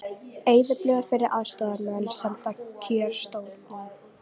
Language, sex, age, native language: Icelandic, female, 18-19, Icelandic